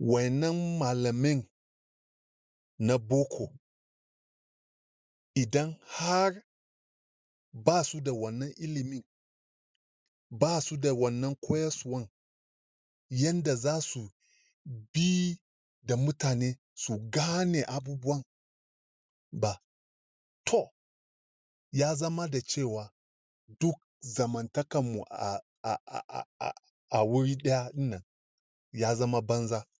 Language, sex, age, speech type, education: Hausa, male, 30-45, spontaneous, tertiary